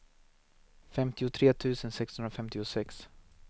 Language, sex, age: Swedish, male, 19